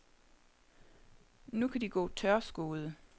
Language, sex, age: Danish, female, 30